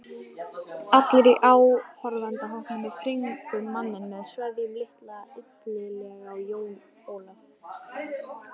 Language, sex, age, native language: Icelandic, female, 18-19, Icelandic